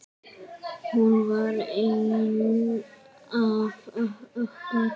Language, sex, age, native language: Icelandic, female, 9, Icelandic